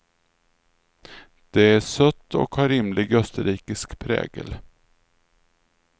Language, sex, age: Swedish, male, 46